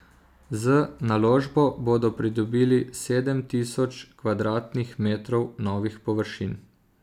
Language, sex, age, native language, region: Slovenian, male, 30-49, Slovenian, Zasavska region